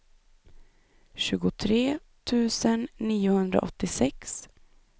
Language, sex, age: Swedish, female, 25